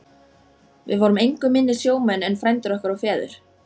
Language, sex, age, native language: Icelandic, female, 14, Icelandic